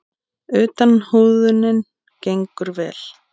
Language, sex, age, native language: Icelandic, male, 8, Icelandic